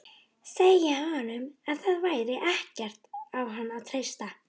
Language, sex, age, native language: Icelandic, male, 12, Icelandic